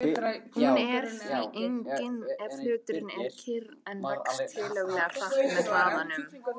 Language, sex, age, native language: Icelandic, female, 18-19, Icelandic